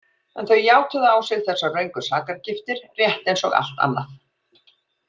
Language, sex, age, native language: Icelandic, female, 40-49, Icelandic